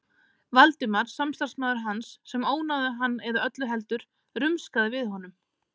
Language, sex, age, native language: Icelandic, female, 30-39, Icelandic